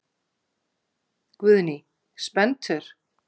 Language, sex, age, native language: Icelandic, female, 50-59, Icelandic